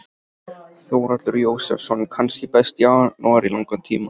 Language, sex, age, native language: Icelandic, male, 13, Icelandic